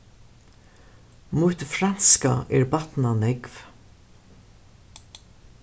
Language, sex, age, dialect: Faroese, female, 61+, Suðurstreymoy